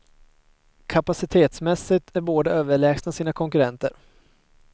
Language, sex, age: Swedish, male, 22